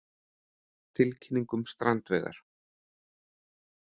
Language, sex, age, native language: Icelandic, male, 30-39, Icelandic